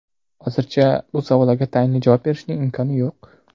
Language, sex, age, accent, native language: Uzbek, male, under 19, Jizzax, Uzbek